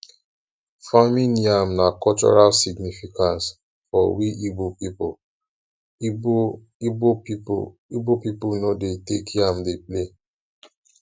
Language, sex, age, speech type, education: Nigerian Pidgin, male, 15-29, spontaneous, tertiary